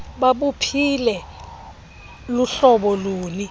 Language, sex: Xhosa, female